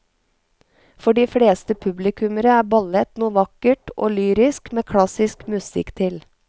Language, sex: Norwegian, female